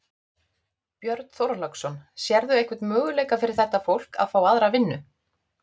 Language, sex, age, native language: Icelandic, female, 30-39, Icelandic